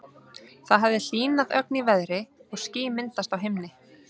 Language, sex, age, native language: Icelandic, female, 30-39, Icelandic